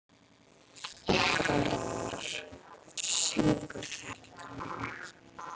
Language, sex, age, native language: Icelandic, other, 12, Icelandic